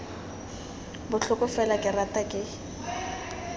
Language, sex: Tswana, female